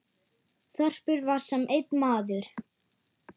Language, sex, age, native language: Icelandic, female, 9, German